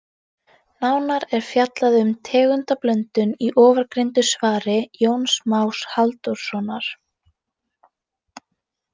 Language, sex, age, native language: Icelandic, female, 18-19, Icelandic